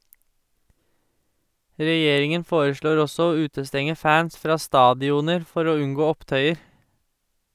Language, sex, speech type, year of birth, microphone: Norwegian, male, read, 1986, Sennheiser